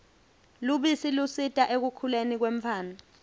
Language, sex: Swati, female